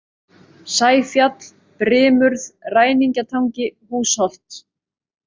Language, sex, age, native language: Icelandic, female, 30-39, Icelandic